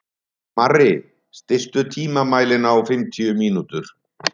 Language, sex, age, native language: Icelandic, male, 70-79, Icelandic